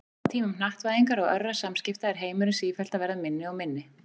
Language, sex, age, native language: Icelandic, female, 40-49, Icelandic